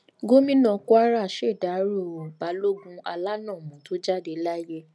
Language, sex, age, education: Yoruba, female, 15-29, tertiary